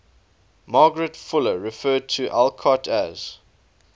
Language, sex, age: English, male, 19